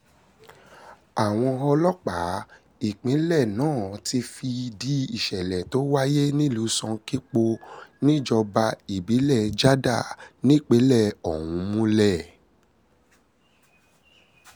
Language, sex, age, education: Yoruba, male, 30-45, secondary